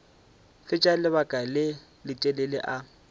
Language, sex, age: Northern Sotho, male, 25